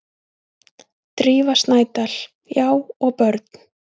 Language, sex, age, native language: Icelandic, female, 20-29, Icelandic